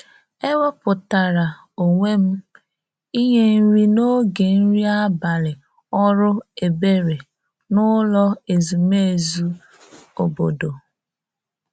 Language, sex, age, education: Igbo, female, 30-45, tertiary